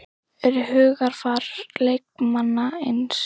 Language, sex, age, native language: Icelandic, female, 11, Icelandic